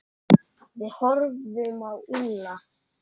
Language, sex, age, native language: Icelandic, male, 8, Icelandic